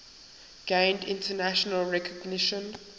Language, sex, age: English, female, 19